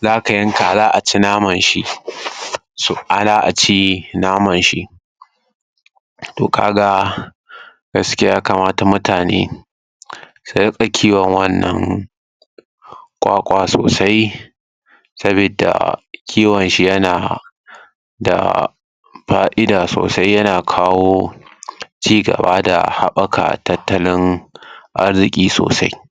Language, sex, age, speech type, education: Hausa, male, 15-29, spontaneous, tertiary